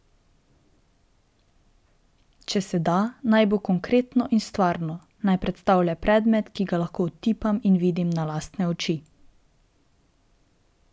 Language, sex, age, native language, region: Slovenian, female, 18-29, Slovenian, Drava region